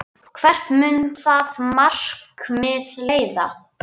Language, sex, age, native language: Icelandic, female, 9, Icelandic